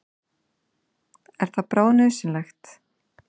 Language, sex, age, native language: Icelandic, female, 30-39, Icelandic